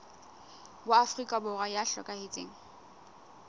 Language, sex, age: Southern Sotho, female, 19